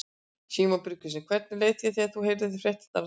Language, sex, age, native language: Icelandic, female, 60-69, Icelandic